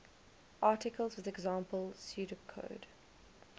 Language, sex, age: English, female, 19